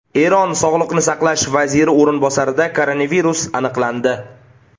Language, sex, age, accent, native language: Uzbek, male, 25-34, Namangan, Uzbek